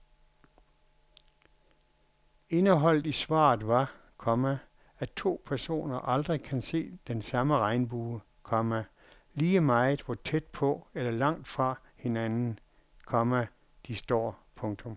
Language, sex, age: Danish, male, 61